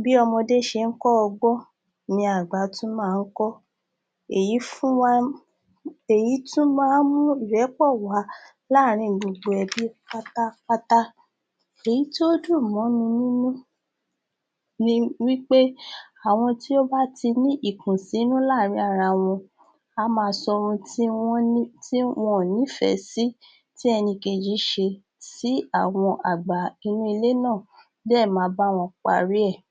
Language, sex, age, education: Yoruba, female, 30-45, tertiary